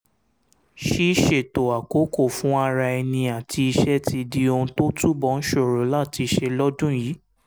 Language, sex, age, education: Yoruba, male, 15-29, secondary